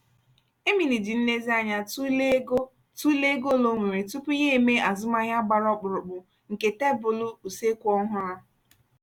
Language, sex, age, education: Igbo, female, 15-29, tertiary